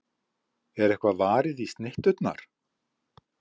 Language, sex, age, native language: Icelandic, male, 70-79, Icelandic